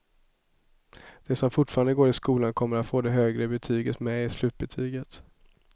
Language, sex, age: Swedish, male, 27